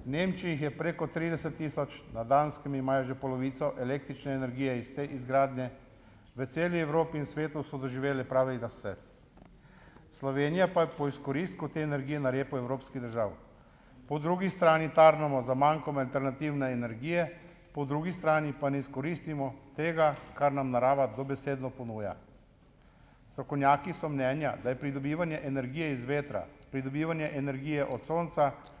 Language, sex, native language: Slovenian, male, Slovenian